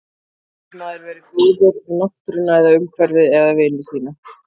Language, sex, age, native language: Icelandic, female, 30-39, Icelandic